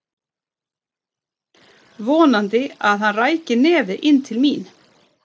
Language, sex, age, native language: Icelandic, female, 30-39, Swedish